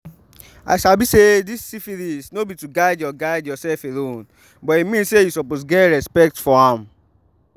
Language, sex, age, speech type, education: Nigerian Pidgin, male, 15-29, spontaneous, tertiary